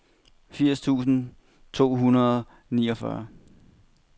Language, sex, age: Danish, male, 31